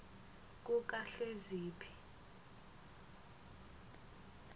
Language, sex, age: South Ndebele, female, 21